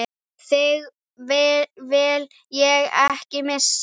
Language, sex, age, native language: Icelandic, female, 8, Icelandic